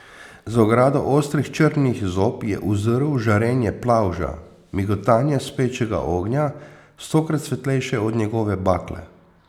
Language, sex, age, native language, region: Slovenian, male, 50-59, Slovenian, Posavska region